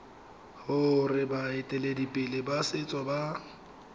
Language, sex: Tswana, male